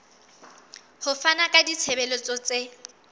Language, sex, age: Southern Sotho, female, 19